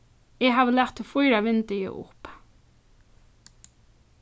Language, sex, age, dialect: Faroese, female, 15-35, Norðurstreymoy/Eysturoy